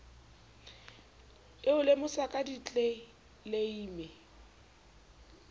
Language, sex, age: Southern Sotho, female, 29